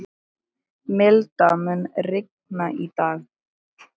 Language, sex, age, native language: Icelandic, male, 13, Icelandic